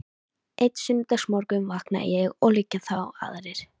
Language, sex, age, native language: Icelandic, female, 13, Icelandic